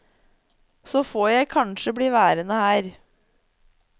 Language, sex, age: Norwegian, female, 30